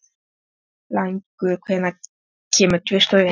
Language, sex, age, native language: Icelandic, female, 13, Icelandic